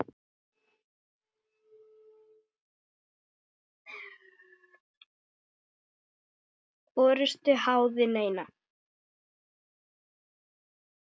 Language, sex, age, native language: Icelandic, male, 9, Icelandic